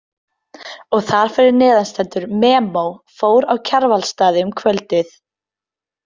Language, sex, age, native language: Icelandic, female, 20-29, Icelandic